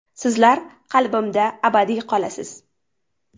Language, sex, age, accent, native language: Uzbek, female, 18-24, Farg'ona, Uzbek